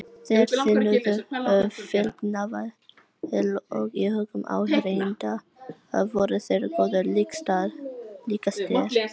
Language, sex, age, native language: Icelandic, other, 18-19, Icelandic